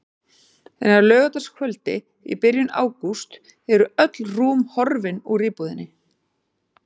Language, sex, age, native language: Icelandic, female, 40-49, Icelandic